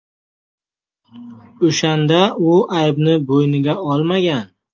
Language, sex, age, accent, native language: Uzbek, male, 18-24, Farg'ona, Uzbek